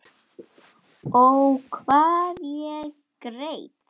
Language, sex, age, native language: Icelandic, male, 9, Icelandic